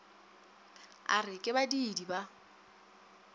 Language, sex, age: Northern Sotho, female, 27